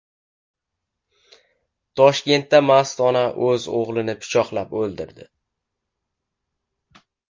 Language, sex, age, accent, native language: Uzbek, male, 12-17, Qashqadaryo, Uzbek